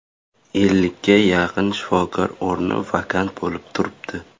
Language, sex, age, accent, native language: Uzbek, male, 18-24, Surxondaryo, Uzbek